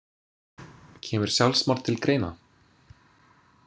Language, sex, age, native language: Icelandic, male, 20-29, English